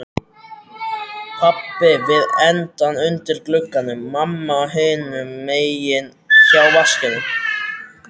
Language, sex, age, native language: Icelandic, male, 14, Icelandic